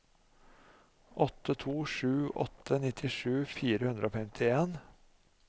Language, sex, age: Norwegian, male, 45